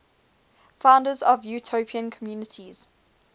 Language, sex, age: English, female, 21